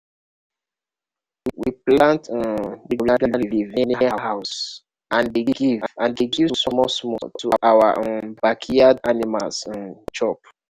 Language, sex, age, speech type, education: Nigerian Pidgin, male, 15-29, spontaneous, tertiary